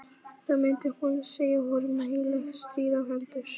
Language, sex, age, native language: Icelandic, female, 11, Icelandic